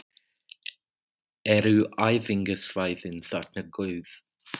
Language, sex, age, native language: Icelandic, male, 40-49, English